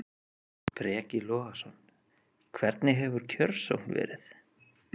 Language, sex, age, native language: Icelandic, male, 30-39, Icelandic